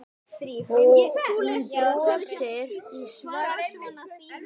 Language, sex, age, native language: Icelandic, male, 18-19, Icelandic